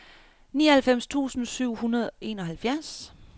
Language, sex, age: Danish, female, 31